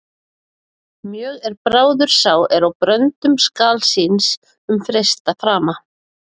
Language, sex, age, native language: Icelandic, female, 40-49, Icelandic